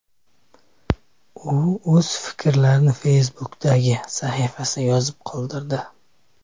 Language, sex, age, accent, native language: Uzbek, male, 25-34, Samarqand, Uzbek